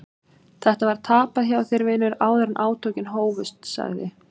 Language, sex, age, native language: Icelandic, female, 30-39, Icelandic